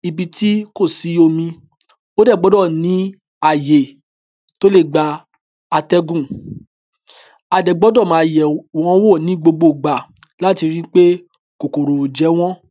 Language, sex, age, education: Yoruba, male, 30-45, tertiary